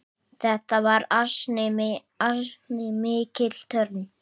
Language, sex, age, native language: Icelandic, male, 8, Icelandic